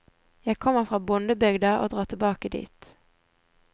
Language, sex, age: Norwegian, female, 20